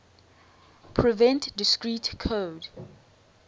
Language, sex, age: English, female, 19